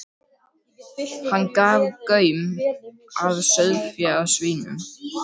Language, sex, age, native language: Icelandic, male, 12, Icelandic